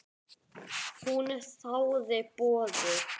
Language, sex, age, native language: Icelandic, male, 9, Icelandic